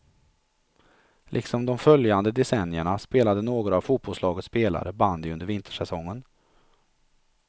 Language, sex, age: Swedish, male, 43